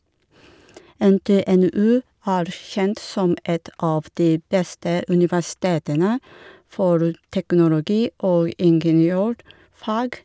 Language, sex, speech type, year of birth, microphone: Norwegian, female, spontaneous, 1978, Shure